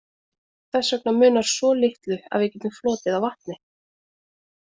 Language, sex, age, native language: Icelandic, female, 20-29, Icelandic